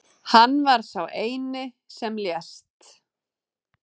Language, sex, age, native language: Icelandic, female, 30-39, Icelandic